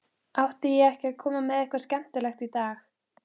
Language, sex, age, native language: Icelandic, female, 15, Icelandic